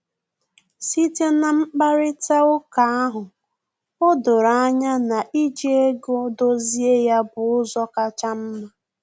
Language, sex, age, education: Igbo, female, 15-29, tertiary